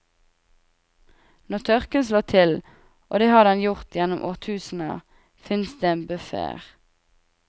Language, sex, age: Norwegian, female, 20